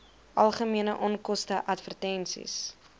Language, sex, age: Afrikaans, female, 22